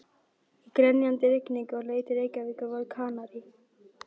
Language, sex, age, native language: Icelandic, female, 12, Icelandic